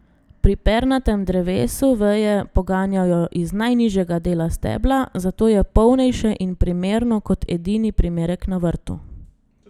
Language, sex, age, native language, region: Slovenian, female, 30-49, Slovenian, Gorenjska region